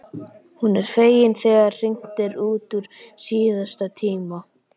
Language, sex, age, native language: Icelandic, male, 11, Icelandic